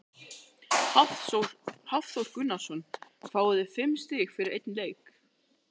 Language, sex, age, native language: Icelandic, male, 13, Icelandic